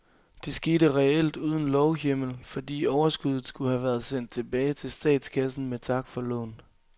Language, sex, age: Danish, male, 22